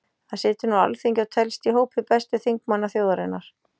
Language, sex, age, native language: Icelandic, female, 40-49, Icelandic